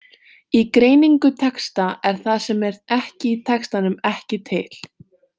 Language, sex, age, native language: Icelandic, female, 18-19, Icelandic